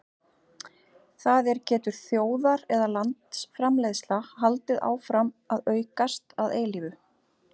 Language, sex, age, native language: Icelandic, female, 40-49, Icelandic